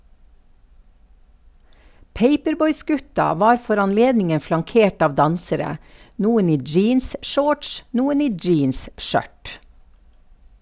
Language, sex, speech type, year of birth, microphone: Norwegian, female, read, 1952, Sennheiser